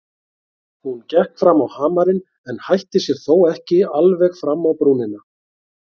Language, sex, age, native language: Icelandic, male, 40-49, Icelandic